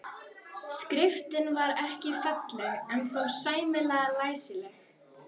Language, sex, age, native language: Icelandic, female, 12, Icelandic